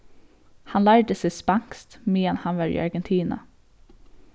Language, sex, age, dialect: Faroese, female, 15-35, Norðurstreymoy/Eysturoy